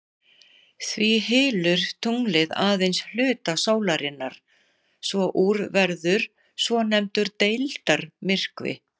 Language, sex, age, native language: Icelandic, female, 60-69, Icelandic